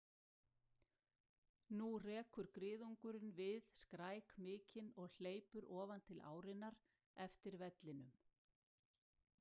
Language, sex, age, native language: Icelandic, female, 60-69, Icelandic